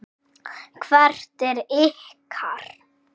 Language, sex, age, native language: Icelandic, male, 6, Icelandic